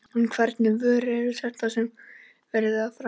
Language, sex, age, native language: Icelandic, male, 18-19, Icelandic